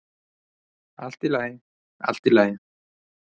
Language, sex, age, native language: Icelandic, male, 30-39, Icelandic